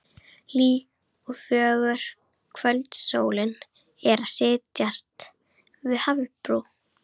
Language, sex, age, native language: Icelandic, female, 12, Icelandic